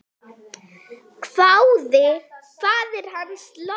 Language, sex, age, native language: Icelandic, female, 8, Icelandic